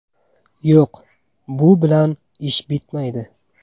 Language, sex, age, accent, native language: Uzbek, male, 18-24, Buxoro, Uzbek